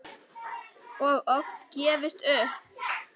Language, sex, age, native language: Icelandic, female, 10, Icelandic